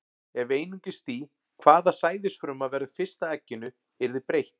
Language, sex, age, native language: Icelandic, male, 40-49, Icelandic